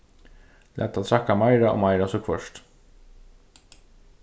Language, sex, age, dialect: Faroese, male, 15-35, Suðurstreymoy